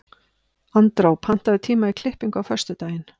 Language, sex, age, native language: Icelandic, female, 50-59, Icelandic